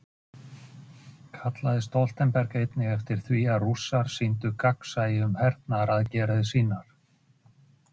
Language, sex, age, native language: Icelandic, male, 50-59, Icelandic